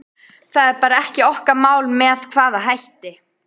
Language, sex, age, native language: Icelandic, female, 12, Icelandic